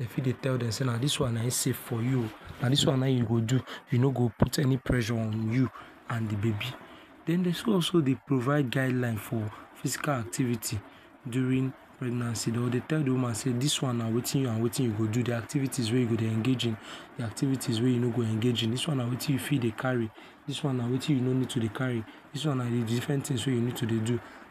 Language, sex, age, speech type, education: Nigerian Pidgin, male, 46-60, spontaneous, tertiary